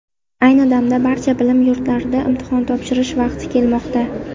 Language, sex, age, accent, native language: Uzbek, female, under 19, Qashqadaryo, Uzbek